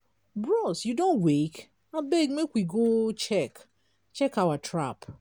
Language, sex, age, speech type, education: Nigerian Pidgin, female, 30-45, spontaneous, tertiary